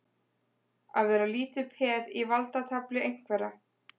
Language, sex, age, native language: Icelandic, female, 20-29, Icelandic